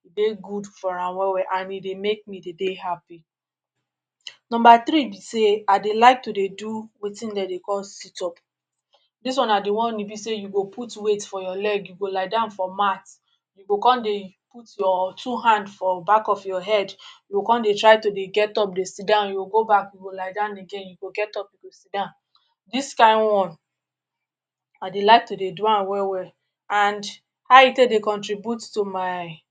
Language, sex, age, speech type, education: Nigerian Pidgin, male, 60+, spontaneous, tertiary